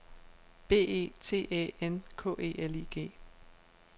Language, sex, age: Danish, female, 36